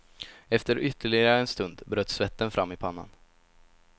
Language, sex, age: Swedish, male, 17